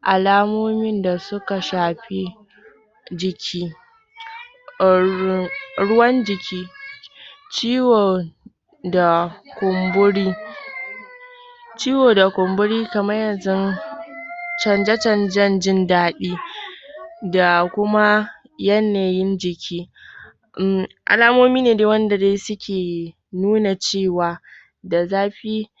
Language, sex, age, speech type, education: Hausa, female, 30-45, spontaneous, tertiary